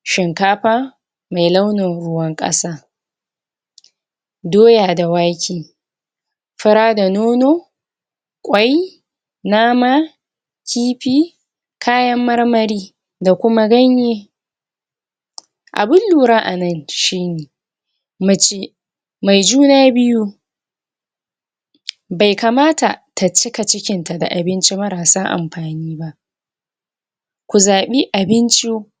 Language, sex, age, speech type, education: Hausa, female, 46-60, spontaneous, tertiary